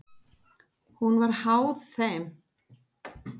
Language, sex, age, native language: Icelandic, female, 50-59, Icelandic